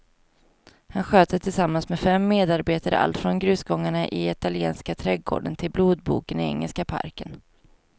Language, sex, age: Swedish, female, 22